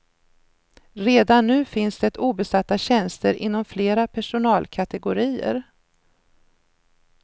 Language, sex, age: Swedish, female, 53